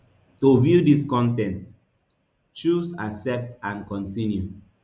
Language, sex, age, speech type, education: Nigerian Pidgin, male, 15-29, spontaneous, tertiary